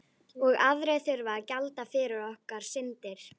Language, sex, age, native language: Icelandic, female, 11, Icelandic